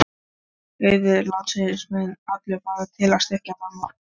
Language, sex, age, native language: Icelandic, female, 13, Icelandic